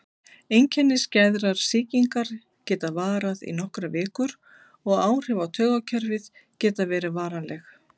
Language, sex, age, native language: Icelandic, female, 50-59, Icelandic